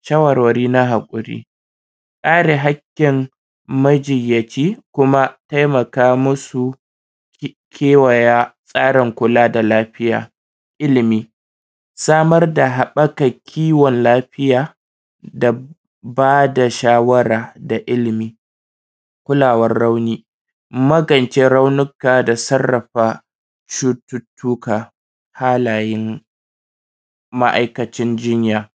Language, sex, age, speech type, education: Hausa, male, 30-45, spontaneous, primary